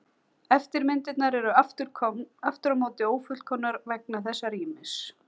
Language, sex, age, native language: Icelandic, female, 40-49, Icelandic